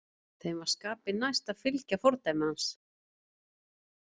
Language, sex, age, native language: Icelandic, female, 50-59, Icelandic